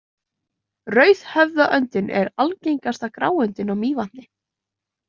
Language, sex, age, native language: Icelandic, female, 20-29, Icelandic